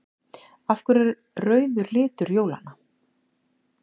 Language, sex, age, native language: Icelandic, female, 40-49, Icelandic